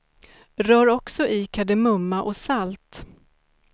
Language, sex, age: Swedish, female, 35